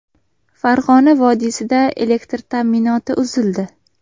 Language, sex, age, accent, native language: Uzbek, female, 18-24, Farg'ona, Uzbek